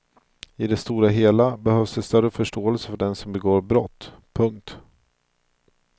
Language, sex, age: Swedish, male, 42